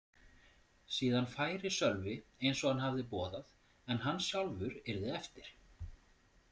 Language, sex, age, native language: Icelandic, male, 40-49, Icelandic